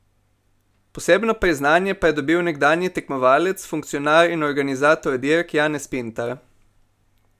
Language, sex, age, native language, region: Slovenian, male, 18-29, Slovenian, Primorsko-notranjska region